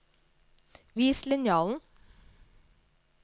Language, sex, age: Norwegian, female, 22